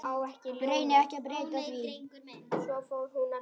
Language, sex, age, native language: Icelandic, male, 8, Icelandic